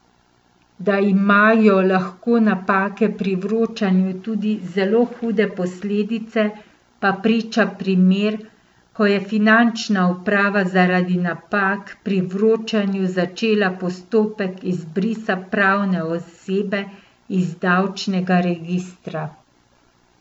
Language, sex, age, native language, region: Slovenian, female, 50-59, Slovenian, Central Slovenia